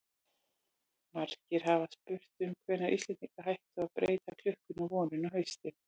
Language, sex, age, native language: Icelandic, female, 40-49, Icelandic